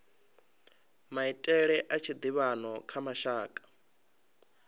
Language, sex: Venda, male